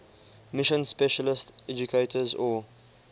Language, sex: English, male